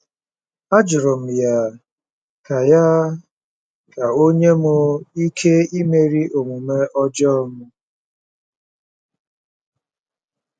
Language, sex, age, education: Igbo, male, 30-45, tertiary